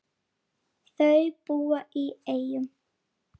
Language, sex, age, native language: Icelandic, female, 8, Icelandic